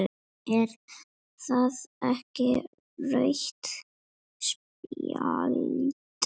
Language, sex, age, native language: Icelandic, female, 8, Icelandic